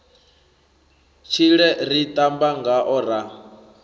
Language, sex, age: Venda, male, 21